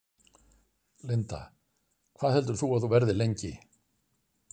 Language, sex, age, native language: Icelandic, male, 60-69, Icelandic